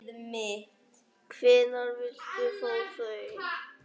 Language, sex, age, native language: Icelandic, male, 9, Icelandic